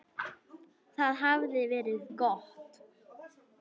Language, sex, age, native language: Icelandic, female, 9, Icelandic